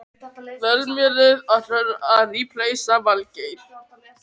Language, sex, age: Icelandic, other, 18-19